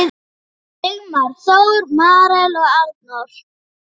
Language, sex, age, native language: Icelandic, female, 8, Icelandic